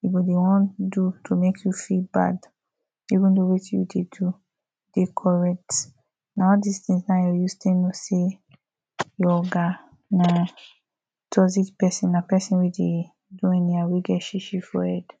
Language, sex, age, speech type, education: Nigerian Pidgin, female, 30-45, spontaneous, tertiary